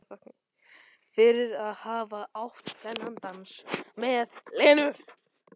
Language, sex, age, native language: Icelandic, male, 13, Icelandic